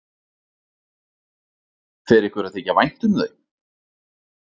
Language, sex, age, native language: Icelandic, male, 40-49, Icelandic